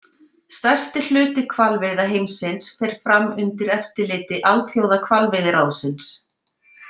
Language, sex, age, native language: Icelandic, female, 50-59, Icelandic